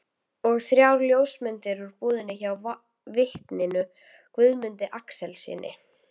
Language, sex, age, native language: Icelandic, female, 12, Icelandic